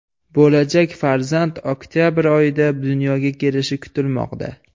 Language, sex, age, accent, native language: Uzbek, male, 18-24, Andijon, Uzbek